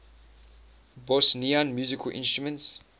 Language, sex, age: English, male, 19